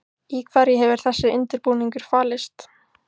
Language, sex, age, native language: Icelandic, female, 15, Icelandic